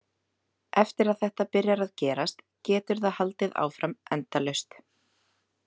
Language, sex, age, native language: Icelandic, female, 30-39, Icelandic